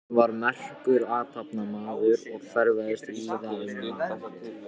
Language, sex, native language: Icelandic, other, Japanese